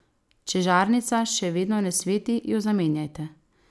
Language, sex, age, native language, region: Slovenian, female, 18-29, Slovenian, Savinja region